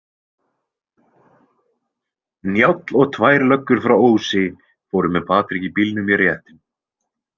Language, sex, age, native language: Icelandic, male, 20-29, Icelandic